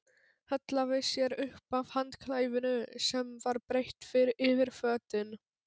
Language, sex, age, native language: Icelandic, male, 12, Polish